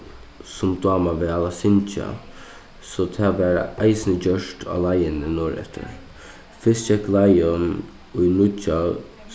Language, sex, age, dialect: Faroese, male, 15-35, Suðuroy